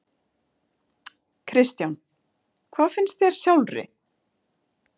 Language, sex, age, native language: Icelandic, female, 30-39, Icelandic